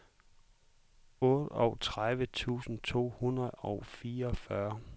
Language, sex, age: Danish, male, 44